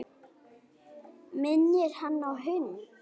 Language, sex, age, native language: Icelandic, female, 9, Icelandic